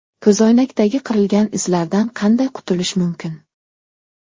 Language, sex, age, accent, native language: Uzbek, male, 12-17, Namangan, Uzbek